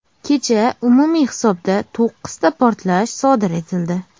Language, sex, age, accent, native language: Uzbek, female, 19-29, Farg'ona, Uzbek